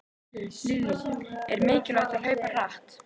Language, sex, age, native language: Icelandic, female, 13, Icelandic